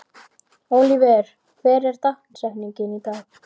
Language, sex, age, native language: Icelandic, male, 12, Icelandic